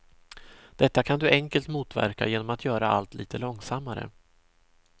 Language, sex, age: Swedish, male, 26